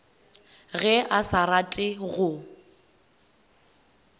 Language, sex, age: Northern Sotho, female, 18